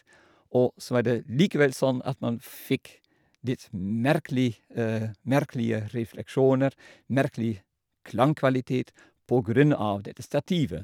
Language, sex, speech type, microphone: Norwegian, male, spontaneous, Shure